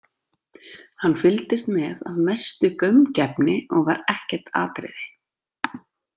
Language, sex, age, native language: Icelandic, female, 40-49, Icelandic